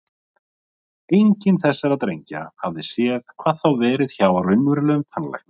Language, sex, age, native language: Icelandic, male, 30-39, Icelandic